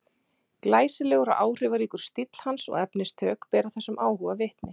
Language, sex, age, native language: Icelandic, female, 30-39, Icelandic